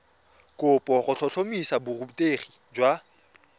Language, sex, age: Tswana, male, 24